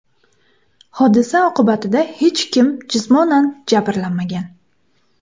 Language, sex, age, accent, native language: Uzbek, female, 18-24, Samarqand, Uzbek